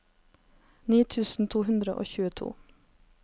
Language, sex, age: Norwegian, female, 23